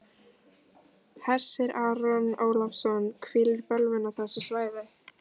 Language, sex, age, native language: Icelandic, female, 14, Icelandic